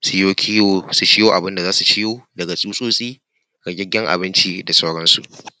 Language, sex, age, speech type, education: Hausa, male, 15-29, spontaneous, tertiary